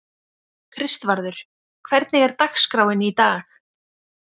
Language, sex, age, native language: Icelandic, female, 20-29, Icelandic